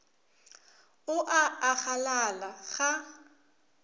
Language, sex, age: Northern Sotho, female, 24